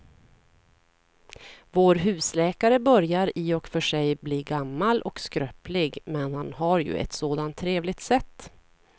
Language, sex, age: Swedish, female, 40